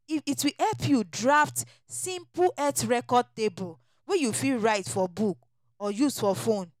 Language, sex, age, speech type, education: Nigerian Pidgin, female, 30-45, spontaneous, tertiary